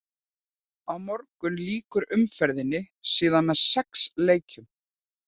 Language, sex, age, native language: Icelandic, female, 40-49, Icelandic